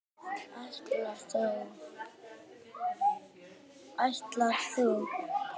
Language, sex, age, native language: Icelandic, female, 10, Icelandic